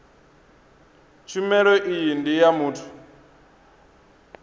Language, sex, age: Venda, male, 22